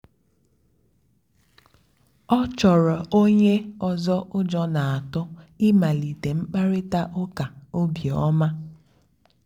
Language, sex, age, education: Igbo, female, 15-29, tertiary